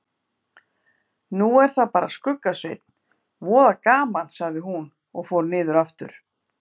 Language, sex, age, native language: Icelandic, female, 50-59, Icelandic